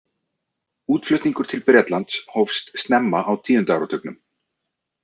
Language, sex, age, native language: Icelandic, male, 30-39, Icelandic